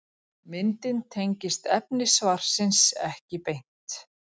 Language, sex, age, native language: Icelandic, female, 40-49, Icelandic